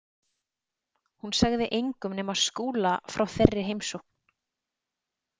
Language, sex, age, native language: Icelandic, female, 30-39, Icelandic